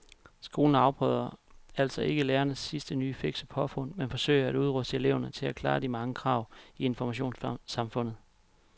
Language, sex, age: Danish, male, 31